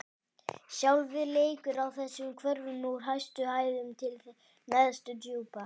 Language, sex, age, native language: Icelandic, male, 18-19, Icelandic